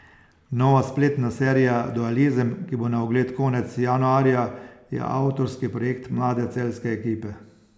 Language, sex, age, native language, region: Slovenian, male, 60+, Slovenian, Posavska region